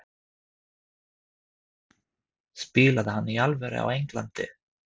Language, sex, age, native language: Icelandic, male, 30-39, Swedish